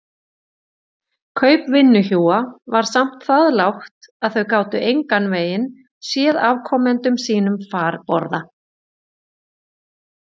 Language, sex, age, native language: Icelandic, female, 40-49, Icelandic